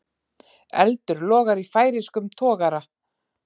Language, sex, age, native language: Icelandic, female, 40-49, Icelandic